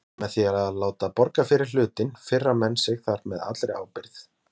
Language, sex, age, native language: Icelandic, male, 20-29, Icelandic